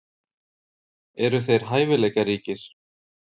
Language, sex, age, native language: Icelandic, male, 30-39, Icelandic